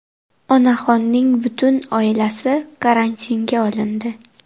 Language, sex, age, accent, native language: Uzbek, female, 18-24, Farg'ona, Uzbek